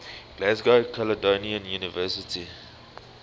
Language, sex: English, male